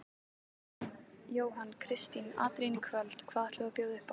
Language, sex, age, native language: Icelandic, female, 18-19, Icelandic